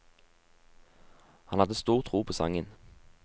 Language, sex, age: Norwegian, male, 18